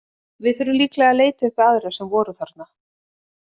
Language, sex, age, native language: Icelandic, female, 30-39, Icelandic